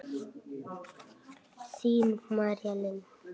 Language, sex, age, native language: Icelandic, male, 8, Icelandic